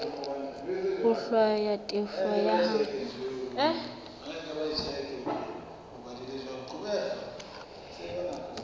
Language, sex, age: Southern Sotho, female, 35